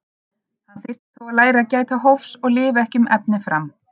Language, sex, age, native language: Icelandic, female, 30-39, Icelandic